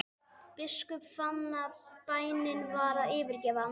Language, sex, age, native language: Icelandic, male, 12, Icelandic